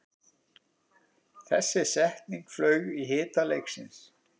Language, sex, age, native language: Icelandic, male, 50-59, Icelandic